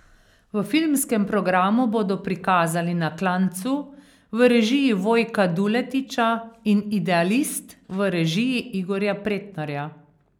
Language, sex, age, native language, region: Slovenian, female, 50-59, Slovenian, Carinthia region